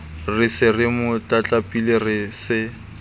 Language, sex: Southern Sotho, male